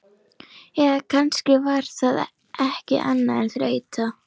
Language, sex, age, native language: Icelandic, female, 11, Icelandic